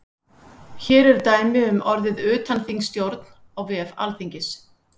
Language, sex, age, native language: Icelandic, female, 50-59, Icelandic